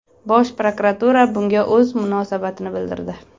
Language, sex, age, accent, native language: Uzbek, female, 18-24, Surxondaryo, Uzbek